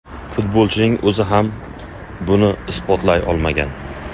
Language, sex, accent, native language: Uzbek, male, Andijon, Uzbek